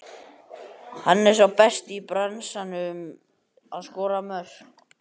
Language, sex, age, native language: Icelandic, male, 18-19, Icelandic